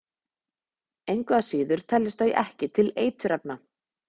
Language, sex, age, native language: Icelandic, female, 20-29, Icelandic